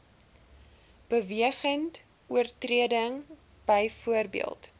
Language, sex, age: Afrikaans, female, 20